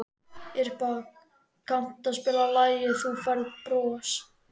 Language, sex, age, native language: Icelandic, male, 13, Icelandic